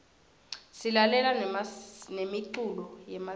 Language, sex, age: Swati, female, 21